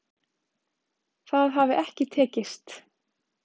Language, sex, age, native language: Icelandic, female, 20-29, Icelandic